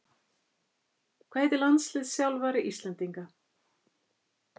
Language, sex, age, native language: Icelandic, female, 50-59, Icelandic